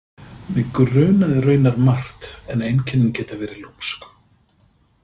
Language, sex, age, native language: Icelandic, male, 50-59, Icelandic